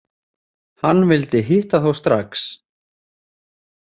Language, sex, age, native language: Icelandic, male, 30-39, Icelandic